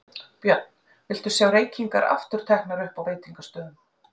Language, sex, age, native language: Icelandic, female, 40-49, Icelandic